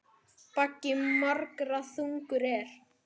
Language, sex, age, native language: Icelandic, male, 9, Icelandic